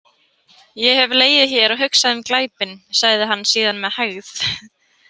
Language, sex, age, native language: Icelandic, female, 18-19, Icelandic